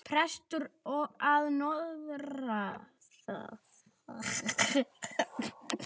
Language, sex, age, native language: Icelandic, male, 8, Icelandic